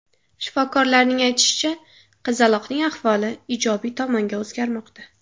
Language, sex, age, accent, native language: Uzbek, female, 18-24, Samarqand, Uzbek